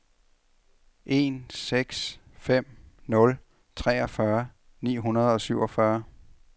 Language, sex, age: Danish, male, 33